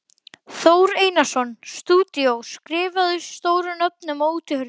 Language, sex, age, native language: Icelandic, male, 12, Icelandic